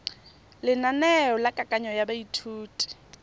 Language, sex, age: Tswana, female, 25